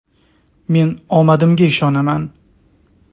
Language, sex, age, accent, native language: Uzbek, male, 30-39, Toshkent viloyati, Uzbek